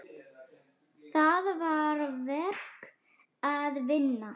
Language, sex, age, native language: Icelandic, female, 9, Icelandic